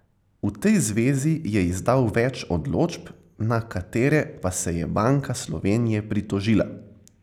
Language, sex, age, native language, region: Slovenian, male, 18-29, Slovenian, Central Slovenia